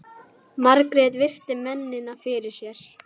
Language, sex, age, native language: Icelandic, female, 10, Icelandic